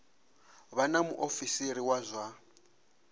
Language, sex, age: Venda, male, 26